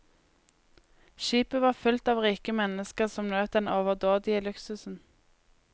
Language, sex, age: Norwegian, female, 20